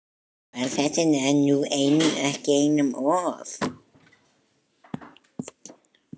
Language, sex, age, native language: Icelandic, male, 11, Icelandic